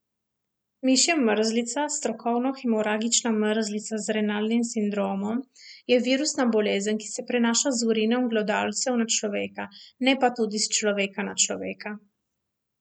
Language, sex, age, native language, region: Slovenian, female, 18-29, Slovenian, Primorsko-notranjska region